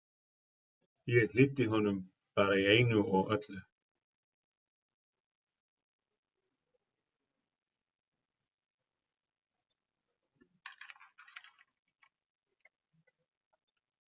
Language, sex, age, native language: Icelandic, male, 50-59, Icelandic